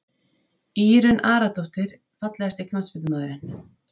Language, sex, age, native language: Icelandic, female, 30-39, Icelandic